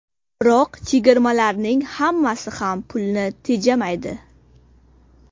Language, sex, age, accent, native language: Uzbek, female, 18-24, Qashqadaryo, Uzbek